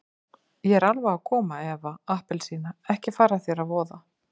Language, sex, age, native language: Icelandic, female, 50-59, Icelandic